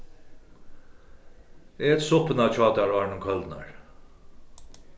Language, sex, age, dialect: Faroese, male, 36-60, Suðurstreymoy